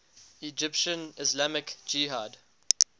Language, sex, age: English, male, 19